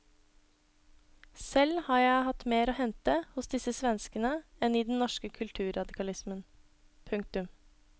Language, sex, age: Norwegian, female, 26